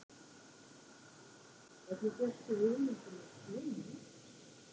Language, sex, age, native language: Icelandic, female, 50-59, Icelandic